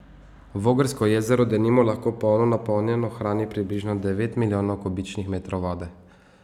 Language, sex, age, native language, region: Slovenian, male, 18-29, Slovenian, Savinja region